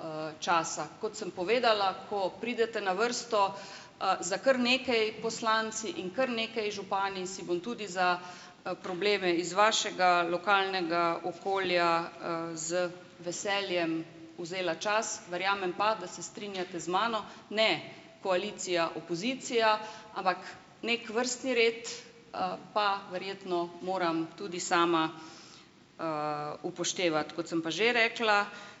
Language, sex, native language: Slovenian, female, Slovenian